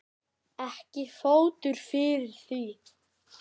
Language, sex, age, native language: Icelandic, female, 9, Icelandic